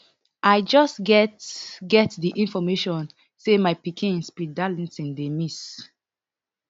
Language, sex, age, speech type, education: Nigerian Pidgin, female, 15-29, spontaneous, tertiary